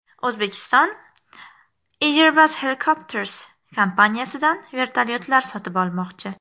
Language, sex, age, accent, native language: Uzbek, female, 18-24, Farg'ona, Uzbek